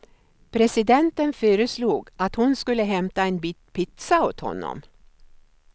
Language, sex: Swedish, female